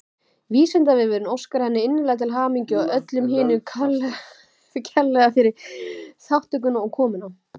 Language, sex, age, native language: Icelandic, female, 20-29, Icelandic